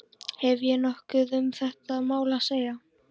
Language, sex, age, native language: Icelandic, female, 14, Icelandic